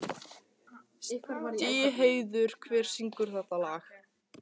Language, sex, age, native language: Icelandic, female, 14, Icelandic